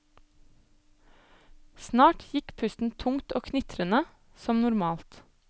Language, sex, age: Norwegian, female, 25